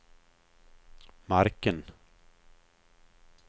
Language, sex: Swedish, male